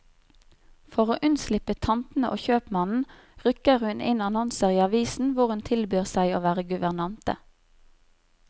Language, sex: Norwegian, female